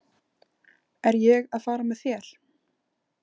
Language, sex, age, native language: Icelandic, female, 20-29, Icelandic